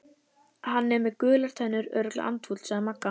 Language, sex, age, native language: Icelandic, female, 11, Icelandic